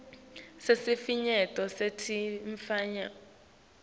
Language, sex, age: Swati, female, 19